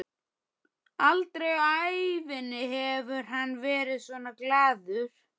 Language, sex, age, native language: Icelandic, male, 12, Icelandic